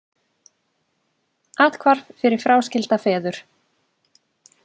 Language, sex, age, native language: Icelandic, female, 20-29, Icelandic